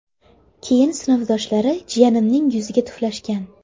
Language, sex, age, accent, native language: Uzbek, female, 18-24, Toshkent shahri, Uzbek